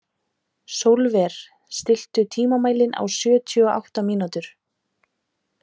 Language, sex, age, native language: Icelandic, female, 30-39, Icelandic